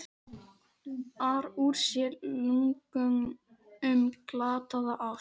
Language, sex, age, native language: Icelandic, other, 12, Icelandic